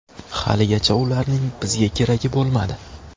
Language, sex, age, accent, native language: Uzbek, male, 18-24, Farg'ona, Uzbek